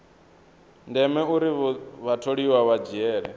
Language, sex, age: Venda, male, 22